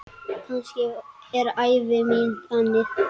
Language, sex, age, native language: Icelandic, male, 10, Icelandic